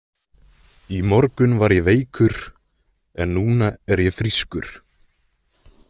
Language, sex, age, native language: Icelandic, male, 20-29, Icelandic